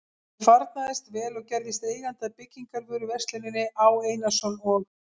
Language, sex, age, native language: Icelandic, female, 50-59, Icelandic